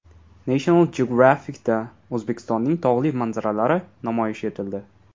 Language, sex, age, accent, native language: Uzbek, male, 18-24, Toshkent viloyati, Uzbek